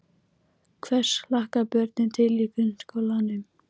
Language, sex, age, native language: Icelandic, female, 12, Icelandic